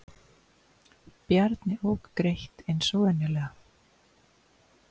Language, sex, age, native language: Icelandic, female, 60-69, Icelandic